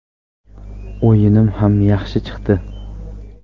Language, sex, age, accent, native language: Uzbek, male, 18-24, Farg'ona, Uzbek